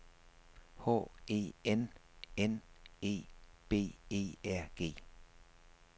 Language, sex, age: Danish, male, 56